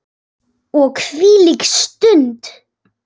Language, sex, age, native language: Icelandic, female, 10, Icelandic